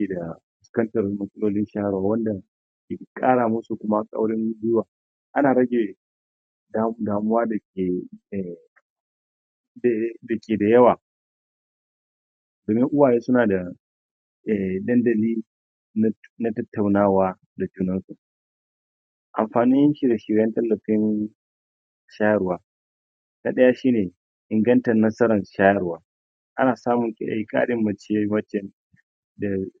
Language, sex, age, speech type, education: Hausa, male, 30-45, spontaneous, tertiary